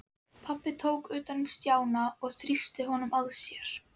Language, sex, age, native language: Icelandic, female, 11, Icelandic